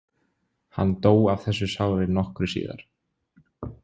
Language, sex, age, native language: Icelandic, male, 20-29, Icelandic